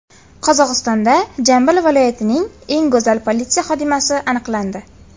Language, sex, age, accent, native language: Uzbek, female, 18-24, Farg'ona, Uzbek